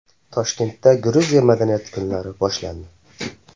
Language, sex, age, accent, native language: Uzbek, male, 18-24, Qashqadaryo, Uzbek